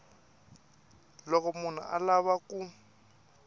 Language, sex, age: Tsonga, male, 21